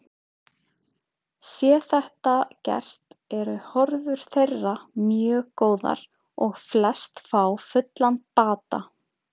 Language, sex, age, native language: Icelandic, female, 30-39, Icelandic